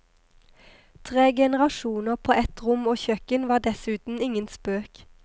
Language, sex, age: Norwegian, female, 23